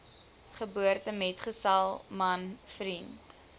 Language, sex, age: Afrikaans, female, 20